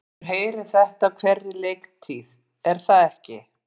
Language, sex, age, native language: Icelandic, female, 50-59, Icelandic